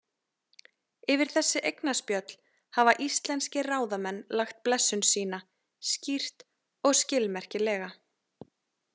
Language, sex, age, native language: Icelandic, female, 30-39, Icelandic